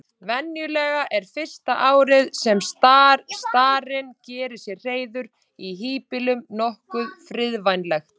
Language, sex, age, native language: Icelandic, female, 30-39, Icelandic